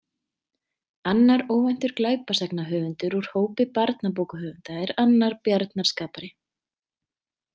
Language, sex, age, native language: Icelandic, female, 20-29, Icelandic